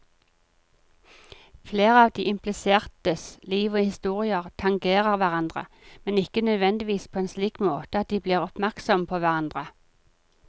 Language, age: Norwegian, 40